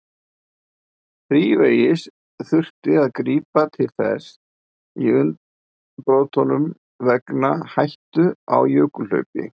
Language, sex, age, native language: Icelandic, male, 50-59, Icelandic